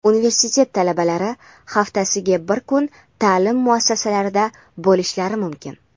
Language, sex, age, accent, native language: Uzbek, female, under 19, Andijon, Uzbek